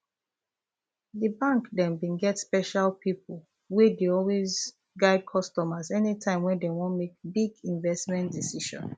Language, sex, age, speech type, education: Nigerian Pidgin, female, 15-29, spontaneous, tertiary